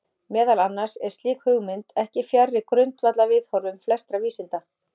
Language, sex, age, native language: Icelandic, female, 40-49, Icelandic